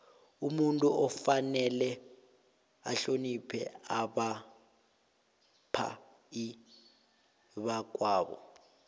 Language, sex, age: South Ndebele, male, 22